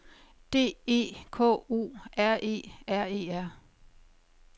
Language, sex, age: Danish, female, 51